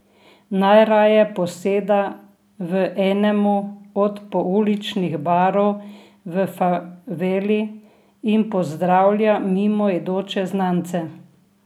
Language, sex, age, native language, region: Slovenian, female, 60+, Slovenian, Drava region